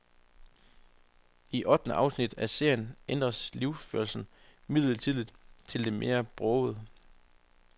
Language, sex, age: Danish, male, 25